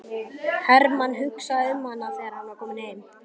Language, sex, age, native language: Icelandic, male, 11, Icelandic